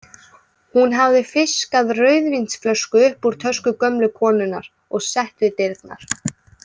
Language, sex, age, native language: Icelandic, female, 18-19, Icelandic